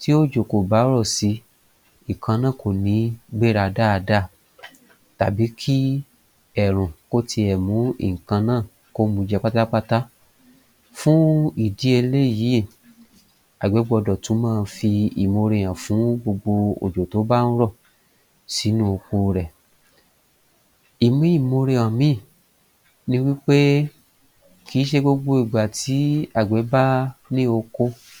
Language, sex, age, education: Yoruba, male, 30-45, tertiary